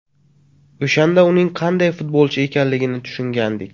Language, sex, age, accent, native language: Uzbek, male, 18-24, Navoiy, Uzbek